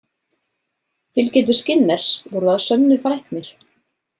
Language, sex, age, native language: Icelandic, female, 30-39, Icelandic